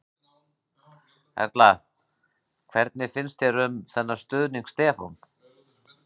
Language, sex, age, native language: Icelandic, male, 40-49, Icelandic